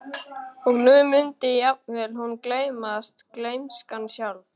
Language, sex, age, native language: Icelandic, male, 12, Icelandic